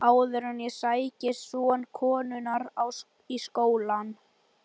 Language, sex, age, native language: Icelandic, male, 11, Icelandic